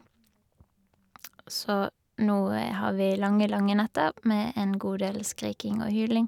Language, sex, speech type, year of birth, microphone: Norwegian, female, spontaneous, 1985, Shure